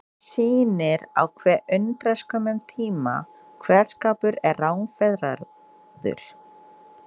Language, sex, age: Icelandic, female, 20-29